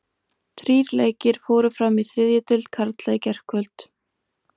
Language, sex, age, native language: Icelandic, female, 20-29, Icelandic